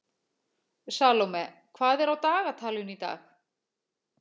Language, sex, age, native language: Icelandic, female, 40-49, Icelandic